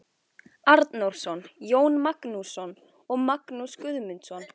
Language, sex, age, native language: Icelandic, female, 14, Icelandic